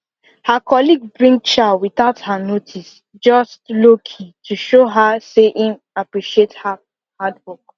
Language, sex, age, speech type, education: Nigerian Pidgin, female, 15-29, spontaneous, secondary